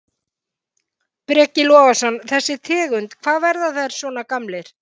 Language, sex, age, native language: Icelandic, female, 50-59, Icelandic